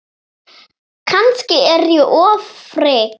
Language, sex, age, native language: Icelandic, female, 7, Icelandic